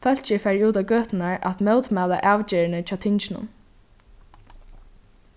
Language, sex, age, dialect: Faroese, female, 15-35, Norðurstreymoy/Eysturoy